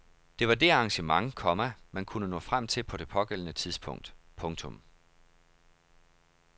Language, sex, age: Danish, male, 31